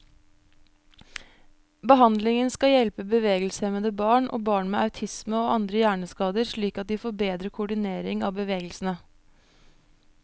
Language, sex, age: Norwegian, female, 25